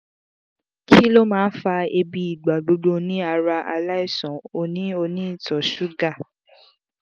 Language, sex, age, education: Yoruba, female, 15-29, tertiary